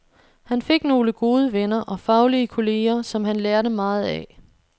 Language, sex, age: Danish, female, 26